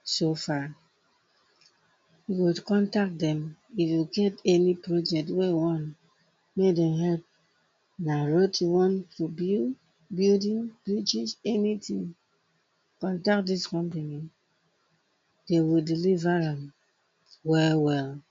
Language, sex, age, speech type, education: Nigerian Pidgin, female, 30-45, spontaneous, tertiary